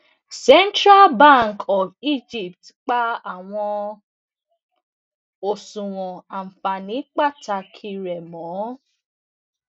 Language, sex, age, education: Yoruba, female, 15-29, tertiary